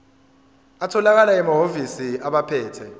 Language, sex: Zulu, female